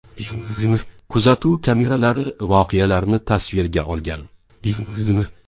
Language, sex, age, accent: Uzbek, male, 18-24, Qoraqalpog'iston